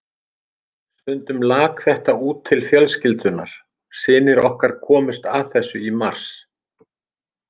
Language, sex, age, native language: Icelandic, male, 50-59, Icelandic